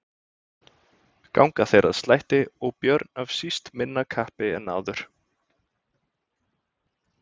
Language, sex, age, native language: Icelandic, male, 20-29, Icelandic